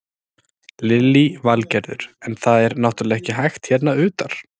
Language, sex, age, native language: Icelandic, male, 30-39, Icelandic